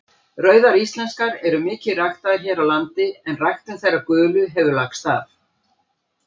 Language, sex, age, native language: Icelandic, female, 60-69, Icelandic